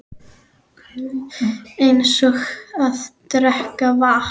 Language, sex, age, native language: Icelandic, female, 10, Icelandic